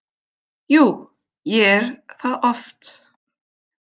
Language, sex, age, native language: Icelandic, female, 50-59, German